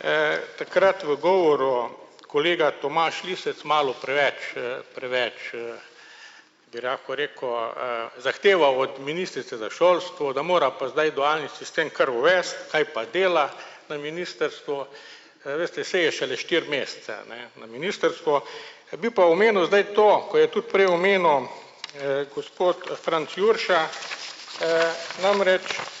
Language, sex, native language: Slovenian, male, Slovenian